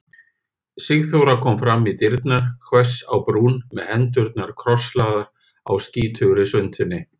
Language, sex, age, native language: Icelandic, male, 50-59, Icelandic